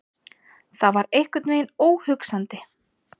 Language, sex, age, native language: Icelandic, female, 30-39, Icelandic